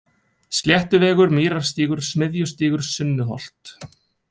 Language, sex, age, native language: Icelandic, male, 20-29, Icelandic